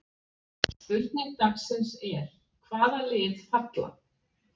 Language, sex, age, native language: Icelandic, female, 40-49, Icelandic